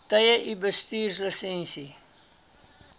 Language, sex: Afrikaans, male